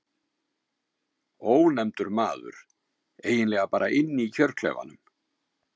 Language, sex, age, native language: Icelandic, male, 60-69, Icelandic